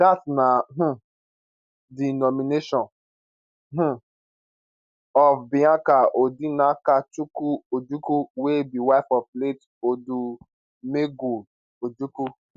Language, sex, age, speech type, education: Nigerian Pidgin, male, 15-29, spontaneous, tertiary